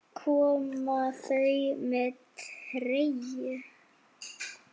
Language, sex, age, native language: Icelandic, female, 7, Icelandic